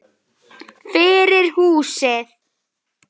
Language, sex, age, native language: Icelandic, female, 10, Icelandic